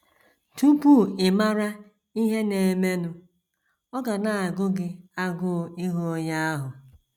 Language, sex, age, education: Igbo, female, 46-60, tertiary